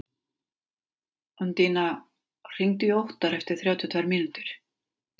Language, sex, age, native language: Icelandic, female, 40-49, Icelandic